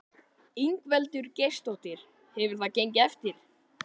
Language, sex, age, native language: Icelandic, male, 14, Icelandic